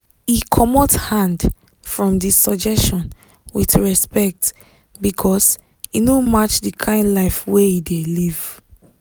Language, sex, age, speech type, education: Nigerian Pidgin, female, 15-29, spontaneous, tertiary